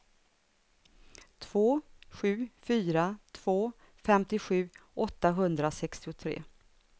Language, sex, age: Swedish, female, 59